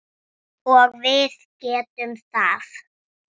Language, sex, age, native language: Icelandic, female, 6, Icelandic